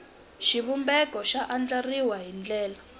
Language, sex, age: Tsonga, female, 20